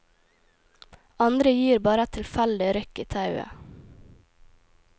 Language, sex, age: Norwegian, female, 18